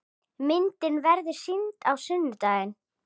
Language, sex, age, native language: Icelandic, female, 10, Icelandic